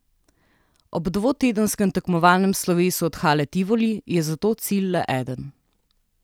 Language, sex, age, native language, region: Slovenian, female, 30-49, Slovenian, Southeast Slovenia